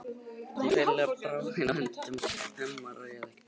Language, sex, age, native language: Icelandic, male, 18-19, Icelandic